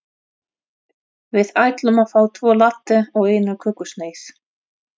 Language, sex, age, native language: Icelandic, female, 30-39, Russian